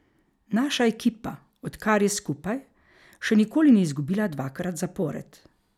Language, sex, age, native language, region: Slovenian, female, 50-59, Slovenian, Carinthia region